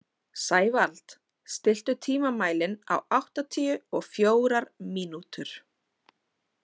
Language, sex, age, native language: Icelandic, female, 30-39, Icelandic